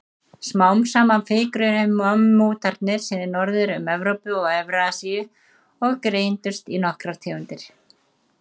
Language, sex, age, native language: Icelandic, male, 30-39, Icelandic